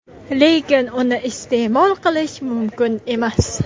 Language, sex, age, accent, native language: Uzbek, female, 19-29, Jizzax, Uzbek